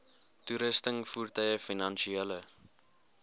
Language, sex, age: Afrikaans, male, 20